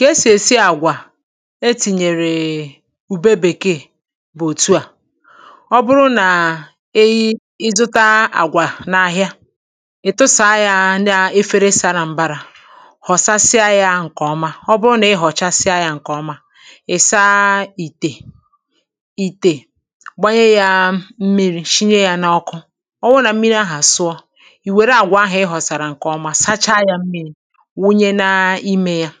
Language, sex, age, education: Igbo, male, 30-45, tertiary